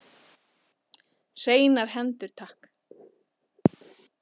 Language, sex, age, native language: Icelandic, female, 40-49, Icelandic